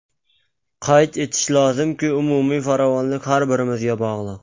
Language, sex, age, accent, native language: Uzbek, male, 19-29, Qashqadaryo, Uzbek